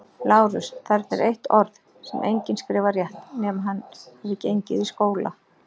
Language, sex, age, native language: Icelandic, female, 40-49, Icelandic